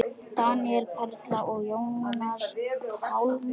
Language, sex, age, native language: Icelandic, other, 10, Icelandic